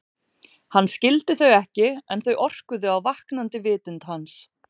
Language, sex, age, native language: Icelandic, female, 40-49, Icelandic